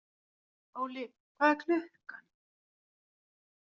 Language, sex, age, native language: Icelandic, female, 40-49, Finnish